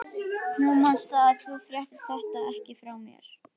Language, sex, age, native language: Icelandic, female, 11, Icelandic